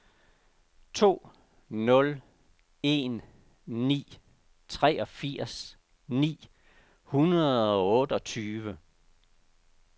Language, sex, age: Danish, male, 69